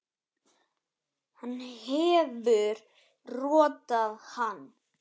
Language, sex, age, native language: Icelandic, male, 10, Icelandic